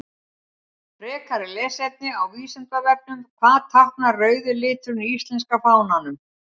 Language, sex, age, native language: Icelandic, female, 60-69, Icelandic